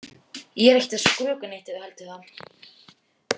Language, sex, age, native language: Icelandic, male, 12, Icelandic